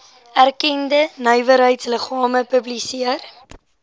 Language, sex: Afrikaans, female